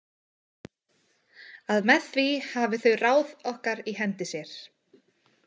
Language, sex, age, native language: Icelandic, female, 20-29, Icelandic